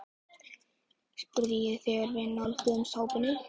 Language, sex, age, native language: Icelandic, male, 11, Icelandic